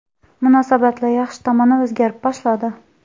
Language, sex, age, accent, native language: Uzbek, female, 18-24, Xorazm, Uzbek